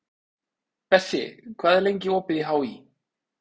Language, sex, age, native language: Icelandic, male, 30-39, Icelandic